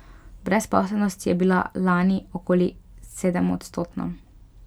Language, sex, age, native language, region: Slovenian, female, 12-17, Slovenian, Pomurje region